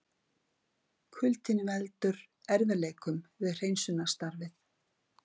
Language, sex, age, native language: Icelandic, female, 50-59, Icelandic